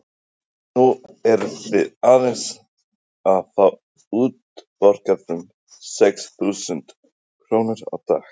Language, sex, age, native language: Icelandic, male, 18-19, Icelandic